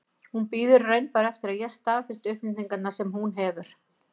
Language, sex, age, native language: Icelandic, female, 50-59, Icelandic